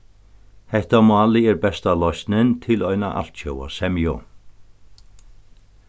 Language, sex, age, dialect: Faroese, male, 61+, Norðurstreymoy/Eysturoy